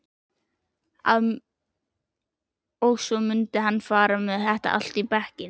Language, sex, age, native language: Icelandic, female, 11, Icelandic